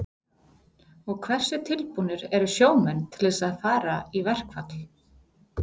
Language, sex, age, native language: Icelandic, female, 40-49, Icelandic